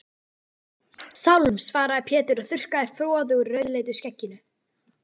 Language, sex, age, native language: Icelandic, female, 12, Icelandic